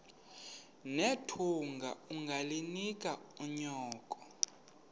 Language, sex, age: Xhosa, male, 31